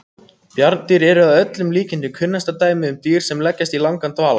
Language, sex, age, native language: Icelandic, other, 18-19, Icelandic